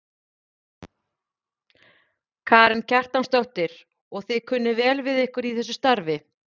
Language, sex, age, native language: Icelandic, female, 40-49, Icelandic